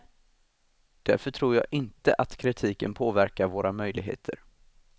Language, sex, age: Swedish, male, 26